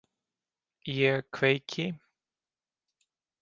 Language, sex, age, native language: Icelandic, male, 40-49, Icelandic